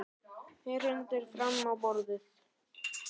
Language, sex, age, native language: Icelandic, male, 9, Icelandic